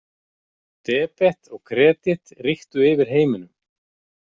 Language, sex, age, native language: Icelandic, male, 50-59, Icelandic